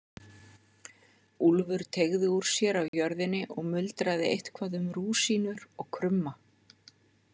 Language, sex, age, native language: Icelandic, female, 50-59, Icelandic